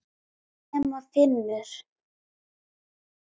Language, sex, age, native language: Icelandic, female, 10, Icelandic